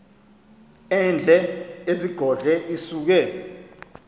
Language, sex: Xhosa, male